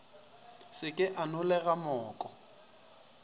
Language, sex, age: Northern Sotho, male, 20